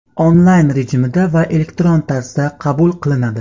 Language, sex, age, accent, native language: Uzbek, male, 18-24, Qashqadaryo, Uzbek